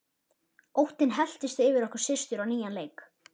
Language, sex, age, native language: Icelandic, male, 11, Icelandic